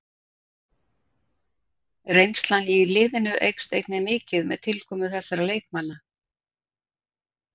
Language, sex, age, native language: Icelandic, female, 60-69, Icelandic